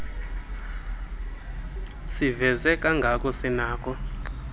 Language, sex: Xhosa, male